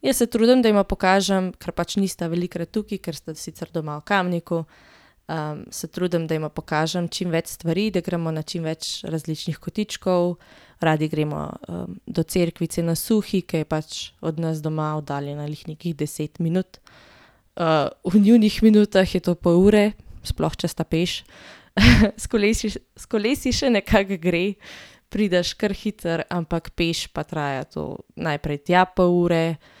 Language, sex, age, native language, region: Slovenian, female, 18-29, Slovenian, Gorenjska region